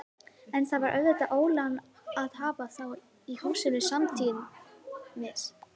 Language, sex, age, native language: Icelandic, female, 18-19, Icelandic